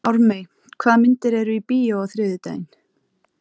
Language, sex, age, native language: Icelandic, female, 30-39, Icelandic